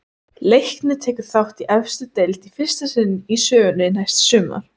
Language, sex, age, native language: Icelandic, female, 18-19, Icelandic